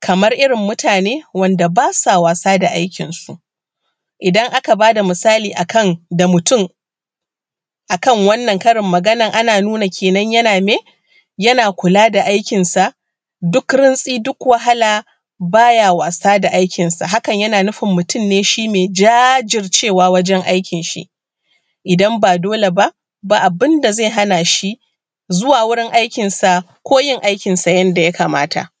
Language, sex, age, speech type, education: Hausa, female, 30-45, spontaneous, primary